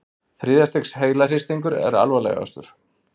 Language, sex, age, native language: Icelandic, male, 40-49, Icelandic